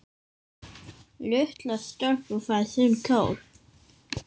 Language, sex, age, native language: Icelandic, male, 10, Danish